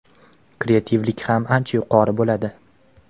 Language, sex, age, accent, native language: Uzbek, male, under 19, Qashqadaryo, Uzbek